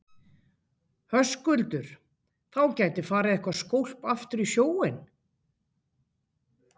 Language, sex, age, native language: Icelandic, female, 50-59, Icelandic